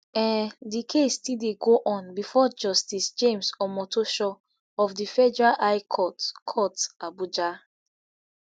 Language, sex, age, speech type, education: Nigerian Pidgin, female, 15-29, spontaneous, tertiary